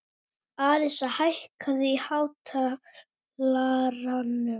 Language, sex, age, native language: Icelandic, female, 18-19, Icelandic